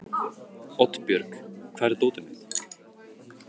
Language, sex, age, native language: Icelandic, male, 15, Icelandic